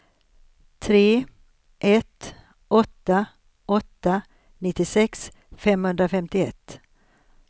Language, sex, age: Swedish, female, 63